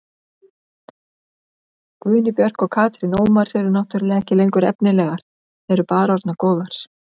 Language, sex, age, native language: Icelandic, female, 50-59, Icelandic